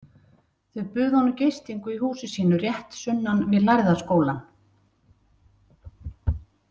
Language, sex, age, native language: Icelandic, female, 60-69, Icelandic